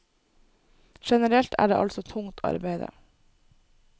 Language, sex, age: Norwegian, female, 24